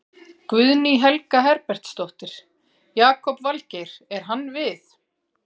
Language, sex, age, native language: Icelandic, female, 40-49, Icelandic